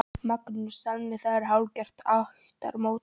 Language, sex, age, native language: Icelandic, female, 13, Polish